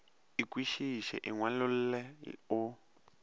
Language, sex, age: Northern Sotho, male, 22